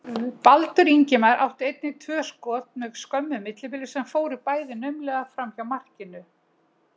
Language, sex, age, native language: Icelandic, female, 60-69, Icelandic